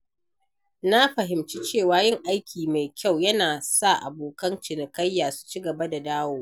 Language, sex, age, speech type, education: Hausa, female, 60+, read, primary